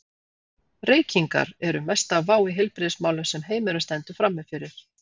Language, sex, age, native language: Icelandic, female, 40-49, Icelandic